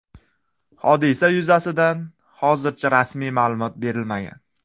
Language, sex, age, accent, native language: Uzbek, male, 18-24, Qashqadaryo, Uzbek